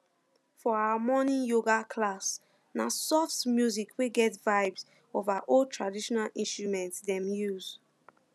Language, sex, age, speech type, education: Nigerian Pidgin, female, 15-29, spontaneous, secondary